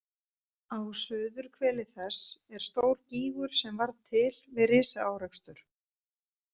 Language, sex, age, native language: Icelandic, female, 50-59, Icelandic